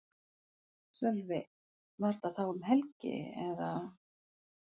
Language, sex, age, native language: Icelandic, female, 50-59, Icelandic